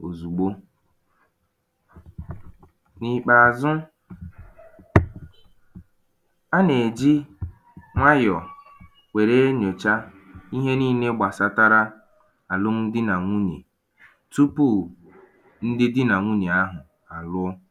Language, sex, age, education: Igbo, male, 15-29, tertiary